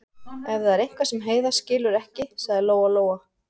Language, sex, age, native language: Icelandic, female, 40-49, Icelandic